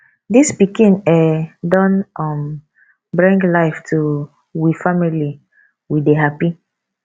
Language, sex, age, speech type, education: Nigerian Pidgin, female, 15-29, spontaneous, tertiary